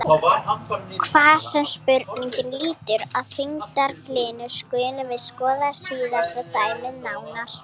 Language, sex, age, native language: Icelandic, female, 40-49, Icelandic